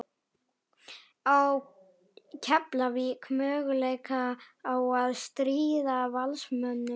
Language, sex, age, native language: Icelandic, male, 11, Icelandic